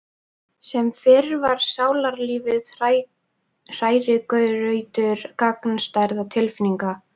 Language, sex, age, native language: Icelandic, female, 12, Icelandic